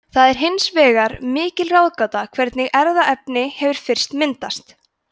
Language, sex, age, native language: Icelandic, female, 20-29, Icelandic